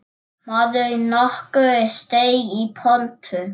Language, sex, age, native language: Icelandic, male, 7, Icelandic